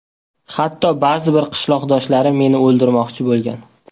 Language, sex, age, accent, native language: Uzbek, male, 18-24, Toshkent viloyati, Uzbek